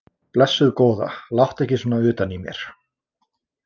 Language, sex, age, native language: Icelandic, male, 20-29, Icelandic